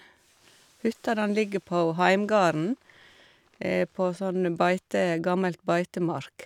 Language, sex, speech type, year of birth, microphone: Norwegian, female, spontaneous, 1956, Shure